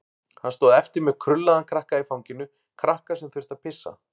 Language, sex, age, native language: Icelandic, male, 40-49, Icelandic